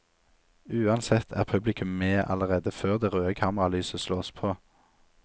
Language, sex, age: Norwegian, male, 27